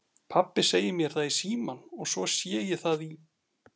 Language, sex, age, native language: Icelandic, male, 40-49, Icelandic